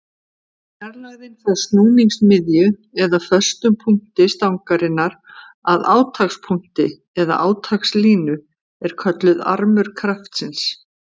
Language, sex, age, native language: Icelandic, female, 50-59, Icelandic